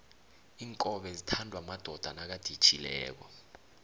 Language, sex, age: South Ndebele, male, 21